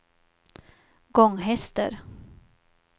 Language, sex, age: Swedish, female, 50